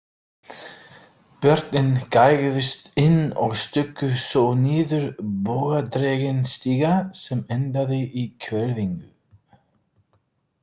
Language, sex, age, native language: Icelandic, male, 40-49, Icelandic